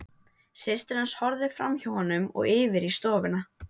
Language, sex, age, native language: Icelandic, female, 12, Icelandic